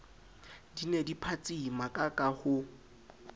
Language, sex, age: Southern Sotho, male, 20